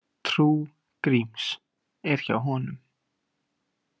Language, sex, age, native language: Icelandic, male, 18-19, Icelandic